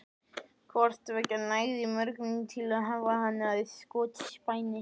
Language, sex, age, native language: Icelandic, male, 14, Icelandic